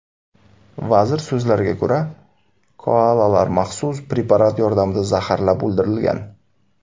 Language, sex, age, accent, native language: Uzbek, male, 19-29, Samarqand, Uzbek